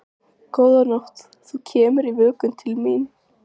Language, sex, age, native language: Icelandic, female, 14, Icelandic